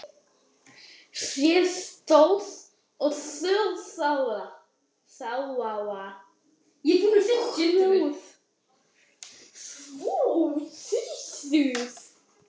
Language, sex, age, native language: Icelandic, other, 18-19, Icelandic